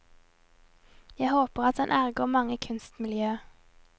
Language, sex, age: Norwegian, female, 22